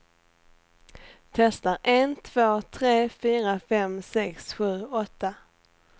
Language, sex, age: Swedish, female, 18